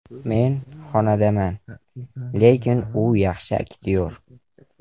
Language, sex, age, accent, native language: Uzbek, male, 12-17, Namangan, Uzbek